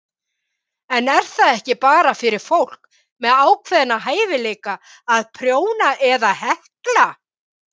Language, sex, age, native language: Icelandic, female, 50-59, Icelandic